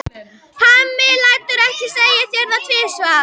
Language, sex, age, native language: Icelandic, female, 11, Icelandic